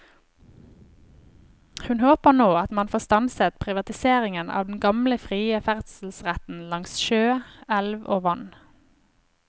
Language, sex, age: Norwegian, female, 25